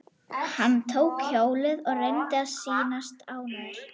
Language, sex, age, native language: Icelandic, female, 11, Icelandic